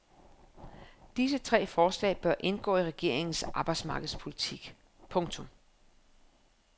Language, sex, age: Danish, female, 31